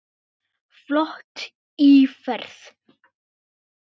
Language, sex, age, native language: Icelandic, male, 9, Icelandic